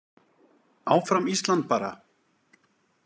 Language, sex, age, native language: Icelandic, male, 40-49, Icelandic